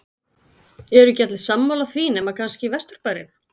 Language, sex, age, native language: Icelandic, female, 40-49, Icelandic